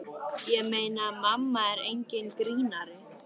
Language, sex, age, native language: Icelandic, female, 13, Icelandic